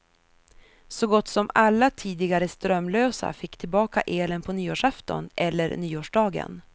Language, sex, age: Swedish, female, 33